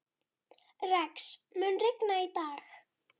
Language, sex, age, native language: Icelandic, female, 12, Icelandic